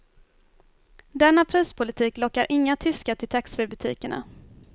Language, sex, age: Swedish, female, 24